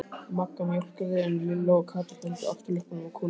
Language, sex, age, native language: Icelandic, male, 15, Icelandic